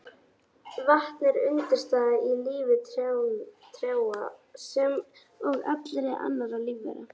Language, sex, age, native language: Icelandic, female, 18-19, Icelandic